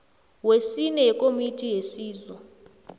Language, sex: South Ndebele, female